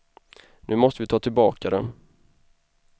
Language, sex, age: Swedish, male, 25